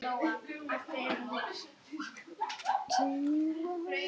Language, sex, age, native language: Icelandic, other, 11, Icelandic